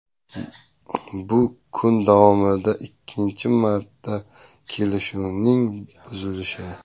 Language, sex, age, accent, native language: Uzbek, male, 25-34, Sirdaryo, Uzbek